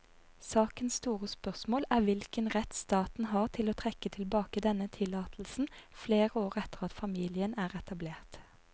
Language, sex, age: Norwegian, female, 30